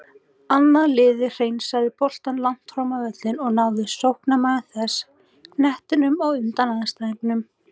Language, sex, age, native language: Icelandic, female, 18-19, Icelandic